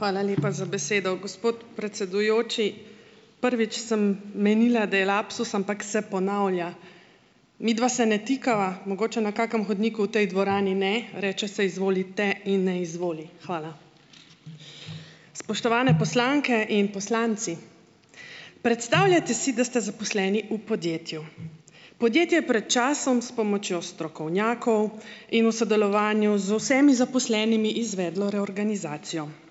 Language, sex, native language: Slovenian, female, Slovenian